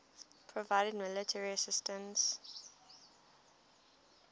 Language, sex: English, female